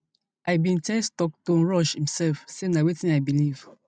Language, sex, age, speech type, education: Nigerian Pidgin, female, 15-29, spontaneous, tertiary